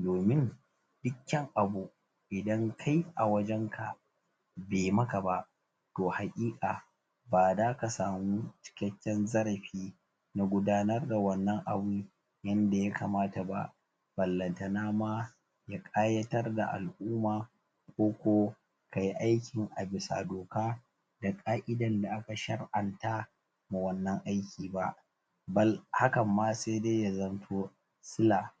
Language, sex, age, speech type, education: Hausa, male, 30-45, spontaneous, tertiary